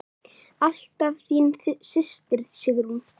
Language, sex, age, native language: Icelandic, male, 9, Icelandic